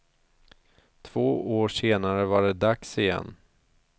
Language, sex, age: Swedish, male, 34